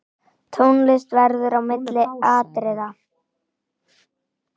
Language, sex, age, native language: Icelandic, male, 9, Icelandic